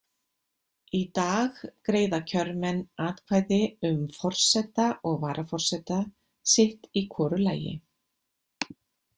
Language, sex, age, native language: Icelandic, female, 50-59, Icelandic